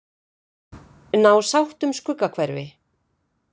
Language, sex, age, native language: Icelandic, female, 50-59, Icelandic